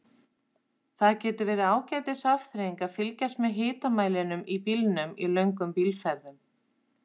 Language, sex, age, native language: Icelandic, female, 30-39, Icelandic